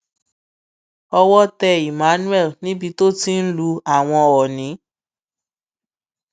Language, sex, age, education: Yoruba, female, 30-45, tertiary